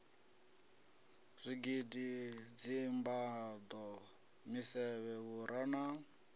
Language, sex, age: Venda, male, 33